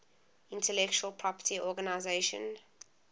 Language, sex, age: English, female, 20